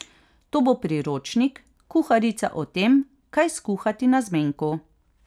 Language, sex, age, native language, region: Slovenian, female, 30-49, Slovenian, Carinthia region